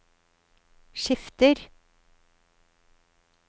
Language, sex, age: Norwegian, female, 53